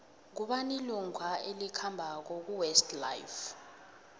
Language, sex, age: South Ndebele, female, 18